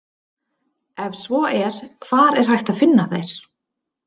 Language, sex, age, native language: Icelandic, female, 30-39, Icelandic